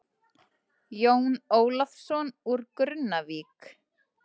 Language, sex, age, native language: Icelandic, female, 30-39, Icelandic